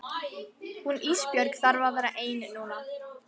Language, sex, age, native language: Icelandic, female, 11, Icelandic